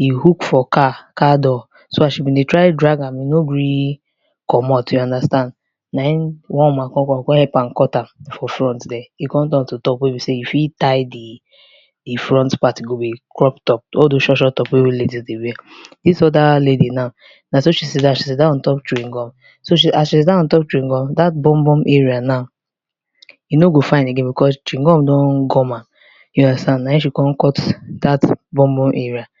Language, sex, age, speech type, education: Nigerian Pidgin, female, 15-29, spontaneous, tertiary